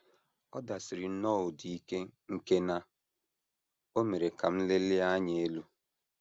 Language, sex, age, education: Igbo, male, 30-45, secondary